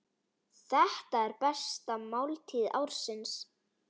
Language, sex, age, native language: Icelandic, female, 9, Icelandic